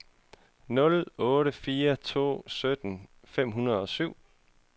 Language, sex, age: Danish, male, 31